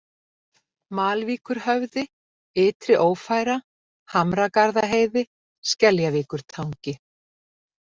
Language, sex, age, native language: Icelandic, female, 50-59, Icelandic